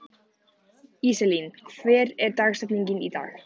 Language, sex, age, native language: Icelandic, male, 14, Icelandic